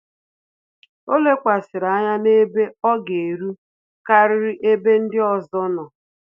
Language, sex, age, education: Igbo, female, 30-45, tertiary